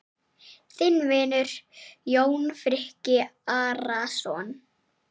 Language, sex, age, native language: Icelandic, female, 8, Icelandic